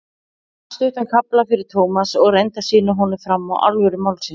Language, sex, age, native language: Icelandic, female, 40-49, Icelandic